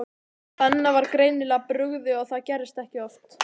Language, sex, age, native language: Icelandic, male, 12, Icelandic